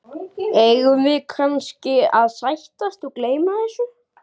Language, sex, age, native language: Icelandic, male, 12, Icelandic